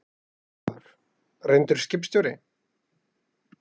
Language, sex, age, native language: Icelandic, male, 20-29, Icelandic